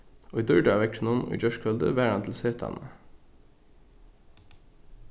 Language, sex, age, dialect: Faroese, male, 15-35, Norðuroyggjar